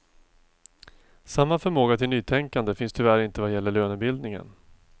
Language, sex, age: Swedish, male, 42